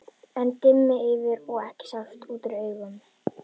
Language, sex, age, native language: Icelandic, female, 11, Icelandic